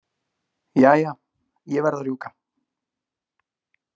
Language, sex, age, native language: Icelandic, male, 20-29, Icelandic